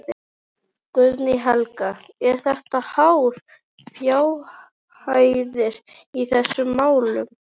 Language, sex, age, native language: Icelandic, other, 11, Icelandic